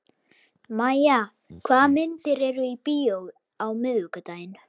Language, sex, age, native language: Icelandic, male, 11, Icelandic